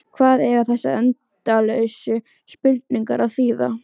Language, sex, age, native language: Icelandic, female, 13, Icelandic